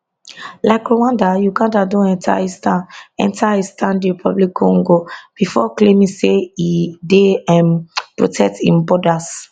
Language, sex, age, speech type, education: Nigerian Pidgin, female, 15-29, spontaneous, tertiary